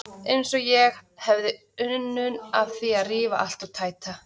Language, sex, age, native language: Icelandic, female, 30-39, Icelandic